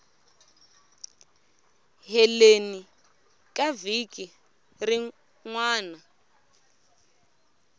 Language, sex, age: Tsonga, female, 24